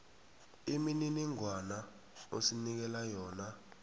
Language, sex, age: South Ndebele, male, 19